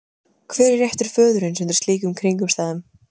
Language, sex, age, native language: Icelandic, female, 20-29, Icelandic